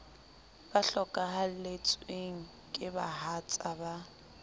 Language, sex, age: Southern Sotho, female, 25